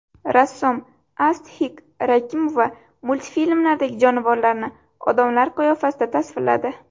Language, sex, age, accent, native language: Uzbek, female, 12-17, Navoiy, Uzbek